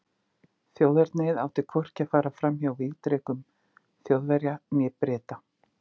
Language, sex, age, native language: Icelandic, female, 50-59, Icelandic